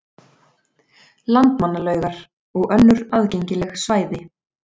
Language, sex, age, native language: Icelandic, female, 30-39, Icelandic